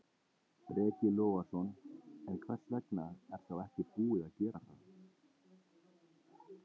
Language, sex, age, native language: Icelandic, male, 30-39, Icelandic